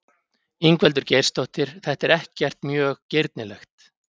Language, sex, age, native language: Icelandic, male, 50-59, Icelandic